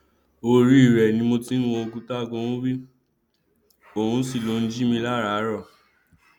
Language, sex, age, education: Yoruba, male, 15-29, tertiary